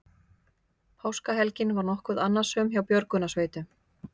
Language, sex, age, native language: Icelandic, female, 50-59, Icelandic